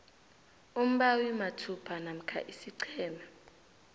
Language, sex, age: South Ndebele, female, 18